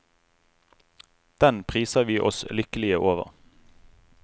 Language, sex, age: Norwegian, male, 35